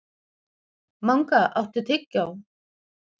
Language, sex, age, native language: Icelandic, female, 40-49, Icelandic